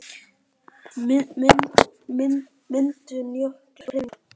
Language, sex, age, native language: Icelandic, female, 50-59, Icelandic